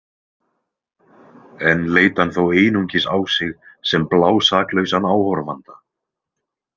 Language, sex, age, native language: Icelandic, male, 20-29, Icelandic